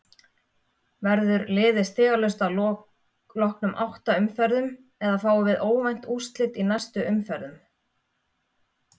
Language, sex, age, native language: Icelandic, female, 30-39, Icelandic